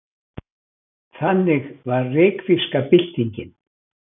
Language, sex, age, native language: Icelandic, male, 80-89, Icelandic